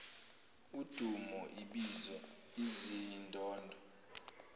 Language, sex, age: Zulu, male, 18